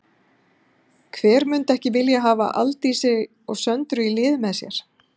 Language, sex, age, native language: Icelandic, female, 50-59, Icelandic